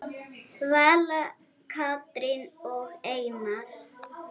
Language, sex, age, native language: Icelandic, female, 8, Icelandic